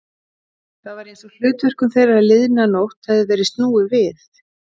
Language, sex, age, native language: Icelandic, female, 40-49, Icelandic